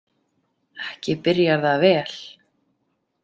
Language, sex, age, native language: Icelandic, female, 30-39, Icelandic